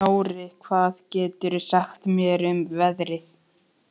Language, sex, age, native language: Icelandic, male, 11, Icelandic